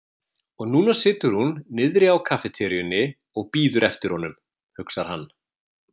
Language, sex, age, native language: Icelandic, male, 50-59, Icelandic